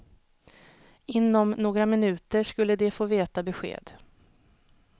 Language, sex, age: Swedish, female, 31